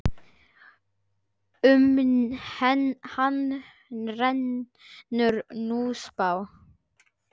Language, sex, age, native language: Icelandic, male, 10, Icelandic